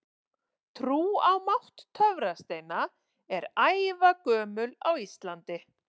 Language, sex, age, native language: Icelandic, female, 40-49, Icelandic